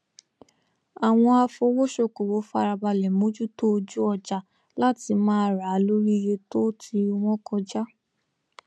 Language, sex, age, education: Yoruba, female, 15-29, tertiary